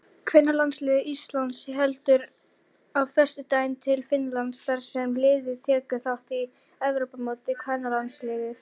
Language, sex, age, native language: Icelandic, female, 40-49, Icelandic